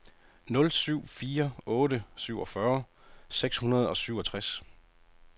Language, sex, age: Danish, male, 30